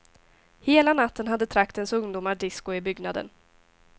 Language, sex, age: Swedish, female, 18